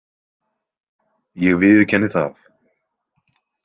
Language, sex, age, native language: Icelandic, male, 20-29, Icelandic